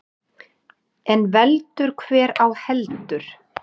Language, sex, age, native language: Icelandic, female, 8, Icelandic